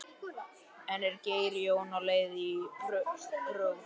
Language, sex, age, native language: Icelandic, male, 11, Icelandic